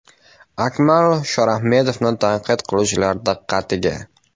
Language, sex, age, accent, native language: Uzbek, male, 18-24, Andijon, Uzbek